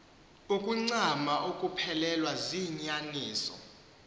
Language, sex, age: Xhosa, male, 18